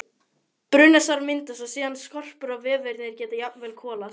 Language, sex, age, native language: Icelandic, male, 11, Icelandic